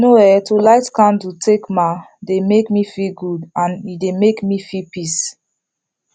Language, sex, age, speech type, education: Nigerian Pidgin, female, 15-29, spontaneous, tertiary